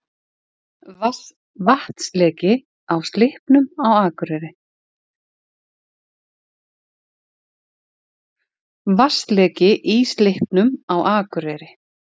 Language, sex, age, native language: Icelandic, female, 40-49, Icelandic